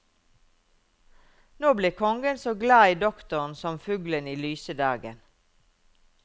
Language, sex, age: Norwegian, female, 51